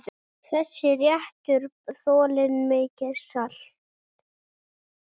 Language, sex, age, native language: Icelandic, female, 7, Icelandic